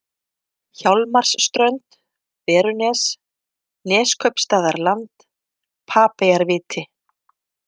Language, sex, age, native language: Icelandic, female, 50-59, Icelandic